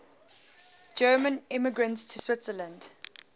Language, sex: English, female